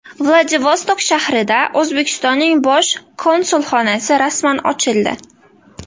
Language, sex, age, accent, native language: Uzbek, female, 18-24, Namangan, Uzbek